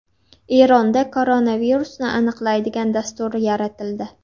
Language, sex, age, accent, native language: Uzbek, female, 19-29, Namangan, Uzbek